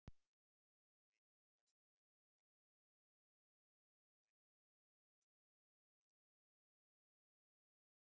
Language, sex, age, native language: Icelandic, male, 60-69, Icelandic